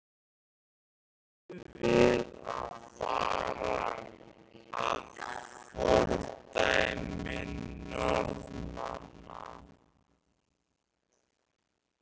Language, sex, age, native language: Icelandic, male, 13, Icelandic